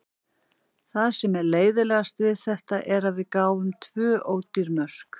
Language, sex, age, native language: Icelandic, female, 40-49, Icelandic